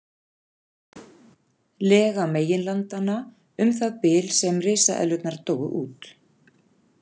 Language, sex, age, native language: Icelandic, female, 40-49, Icelandic